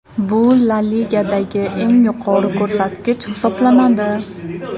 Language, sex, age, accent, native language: Uzbek, female, 18-24, Farg'ona, Uzbek